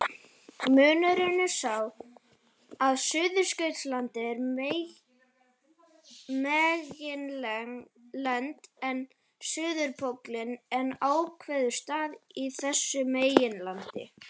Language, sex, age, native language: Icelandic, male, 40-49, Icelandic